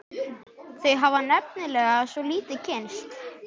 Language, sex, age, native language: Icelandic, male, 11, Icelandic